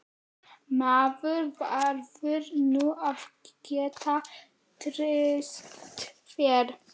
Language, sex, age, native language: Icelandic, male, 11, Icelandic